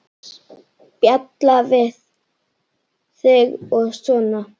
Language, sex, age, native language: Icelandic, male, 9, Icelandic